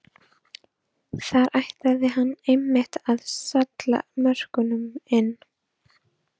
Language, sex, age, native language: Icelandic, female, 12, Icelandic